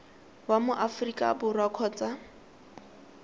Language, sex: Tswana, female